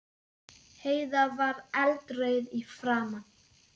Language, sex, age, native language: Icelandic, female, 10, Icelandic